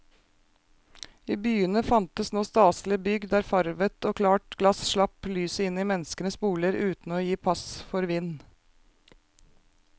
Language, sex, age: Norwegian, female, 36